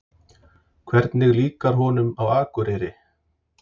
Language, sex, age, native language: Icelandic, male, 30-39, Icelandic